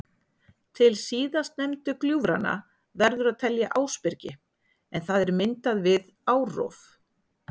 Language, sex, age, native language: Icelandic, female, 40-49, Icelandic